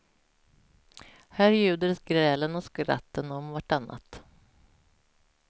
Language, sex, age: Swedish, female, 46